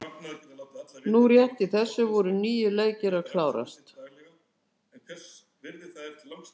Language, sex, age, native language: Icelandic, female, 60-69, Icelandic